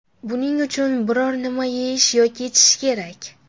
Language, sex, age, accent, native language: Uzbek, female, under 19, Jizzax, Uzbek